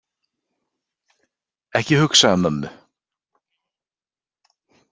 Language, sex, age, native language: Icelandic, male, 40-49, Icelandic